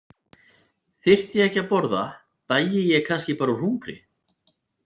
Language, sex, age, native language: Icelandic, male, 40-49, Icelandic